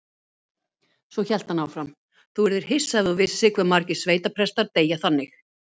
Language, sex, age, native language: Icelandic, female, 50-59, Icelandic